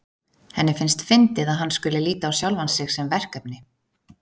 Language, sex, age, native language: Icelandic, female, 30-39, Icelandic